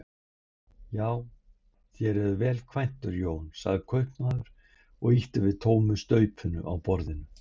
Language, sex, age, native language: Icelandic, male, 60-69, Icelandic